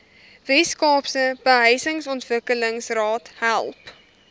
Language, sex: Afrikaans, female